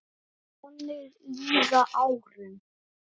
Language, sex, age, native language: Icelandic, male, 10, Icelandic